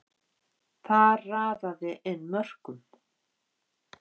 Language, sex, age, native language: Icelandic, female, 50-59, Icelandic